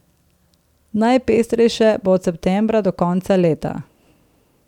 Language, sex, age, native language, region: Slovenian, female, 30-49, Slovenian, Southeast Slovenia